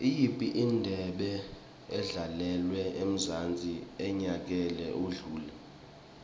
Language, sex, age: Swati, male, 24